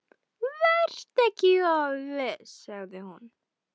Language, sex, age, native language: Icelandic, female, 12, Icelandic